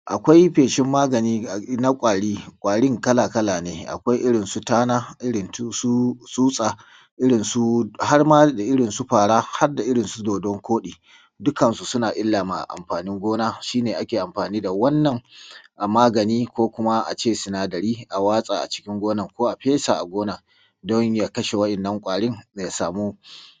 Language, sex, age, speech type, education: Hausa, male, 30-45, spontaneous, tertiary